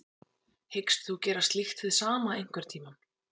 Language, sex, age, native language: Icelandic, female, 20-29, Icelandic